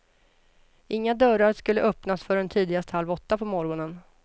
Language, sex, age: Swedish, female, 33